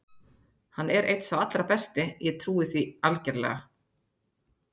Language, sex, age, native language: Icelandic, female, 30-39, Icelandic